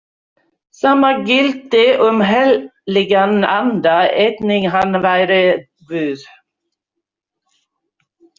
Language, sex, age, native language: Icelandic, female, 60-69, Swedish